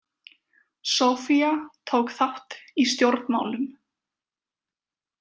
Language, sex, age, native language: Icelandic, female, 20-29, Icelandic